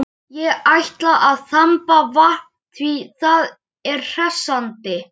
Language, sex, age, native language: Icelandic, male, 11, Icelandic